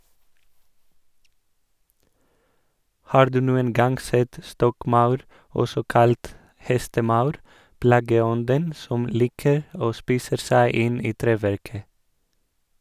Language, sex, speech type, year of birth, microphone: Norwegian, male, read, 1986, Sennheiser